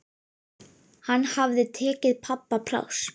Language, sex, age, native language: Icelandic, female, 10, Icelandic